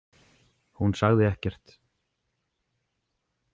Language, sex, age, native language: Icelandic, male, 40-49, Icelandic